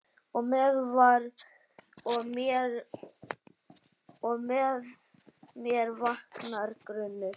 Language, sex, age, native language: Icelandic, male, 7, Icelandic